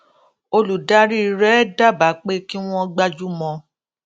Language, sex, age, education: Yoruba, female, 46-60, tertiary